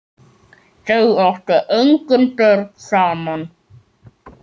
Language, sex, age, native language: Icelandic, male, 7, Icelandic